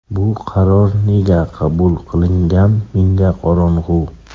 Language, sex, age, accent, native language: Uzbek, male, 25-34, Qashqadaryo, Uzbek